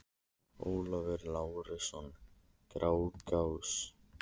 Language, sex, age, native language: Icelandic, male, 30-39, Icelandic